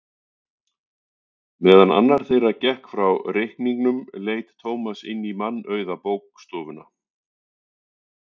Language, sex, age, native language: Icelandic, male, 40-49, Icelandic